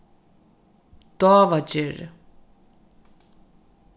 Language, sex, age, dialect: Faroese, female, 36-60, Norðurstreymoy/Eysturoy